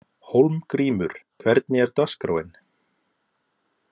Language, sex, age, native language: Icelandic, male, 30-39, Icelandic